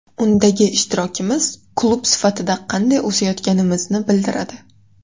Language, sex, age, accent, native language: Uzbek, female, 18-24, Toshkent shahri, Uzbek